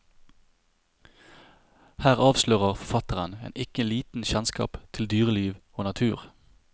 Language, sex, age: Norwegian, male, 30